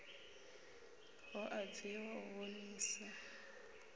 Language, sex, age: Venda, female, 33